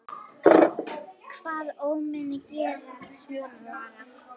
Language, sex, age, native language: Icelandic, female, 10, Icelandic